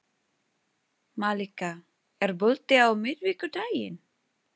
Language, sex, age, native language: Icelandic, female, 20-29, Filipino